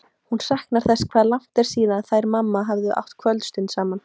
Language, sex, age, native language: Icelandic, female, 18-19, Icelandic